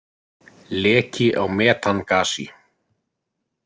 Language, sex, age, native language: Icelandic, male, 50-59, Icelandic